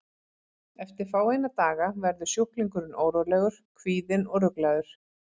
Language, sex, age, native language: Icelandic, female, 40-49, Icelandic